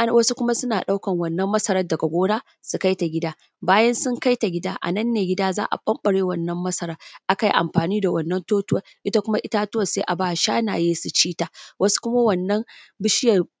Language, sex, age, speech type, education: Hausa, female, 15-29, spontaneous, tertiary